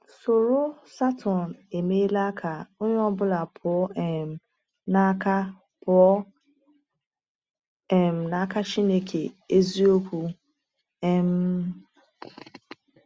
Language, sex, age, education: Igbo, female, 30-45, tertiary